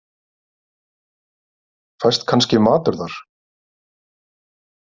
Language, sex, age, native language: Icelandic, male, 30-39, Icelandic